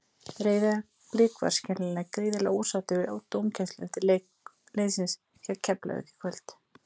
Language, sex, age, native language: Icelandic, female, 30-39, Icelandic